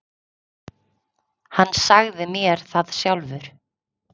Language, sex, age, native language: Icelandic, female, 30-39, Icelandic